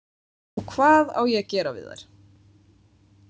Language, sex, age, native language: Icelandic, female, 20-29, Icelandic